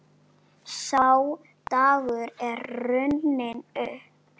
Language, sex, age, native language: Icelandic, female, 9, Icelandic